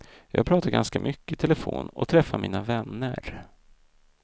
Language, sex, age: Swedish, male, 32